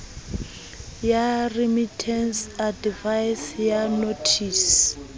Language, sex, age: Southern Sotho, female, 30